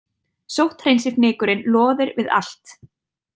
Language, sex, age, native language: Icelandic, female, 30-39, Icelandic